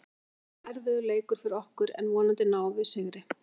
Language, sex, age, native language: Icelandic, female, 40-49, Icelandic